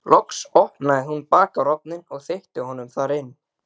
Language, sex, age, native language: Icelandic, male, 12, Icelandic